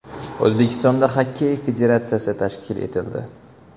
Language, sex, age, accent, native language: Uzbek, male, 12-17, Toshkent shahri, Uzbek